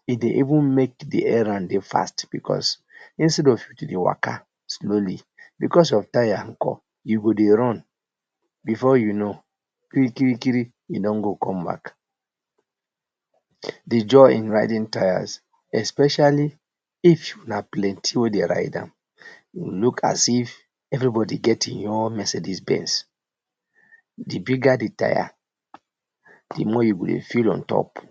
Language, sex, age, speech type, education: Nigerian Pidgin, male, 30-45, spontaneous, tertiary